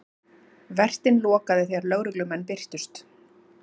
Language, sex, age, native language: Icelandic, female, 30-39, Icelandic